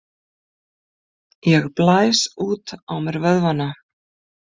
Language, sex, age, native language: Icelandic, female, 50-59, Icelandic